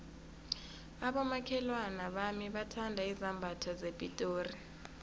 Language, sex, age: South Ndebele, female, 22